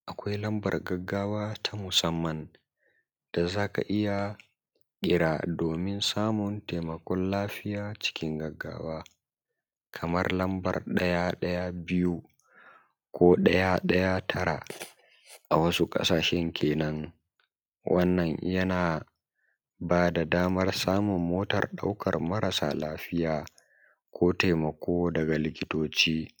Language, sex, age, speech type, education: Hausa, male, 15-29, spontaneous, secondary